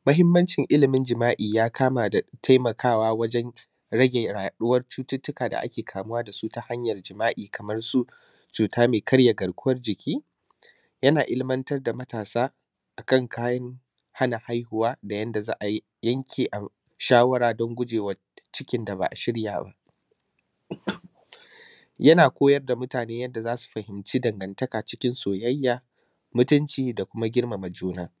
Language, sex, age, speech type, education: Hausa, male, 15-29, spontaneous, secondary